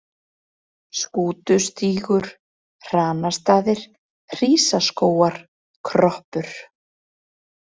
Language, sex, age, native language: Icelandic, female, 30-39, Icelandic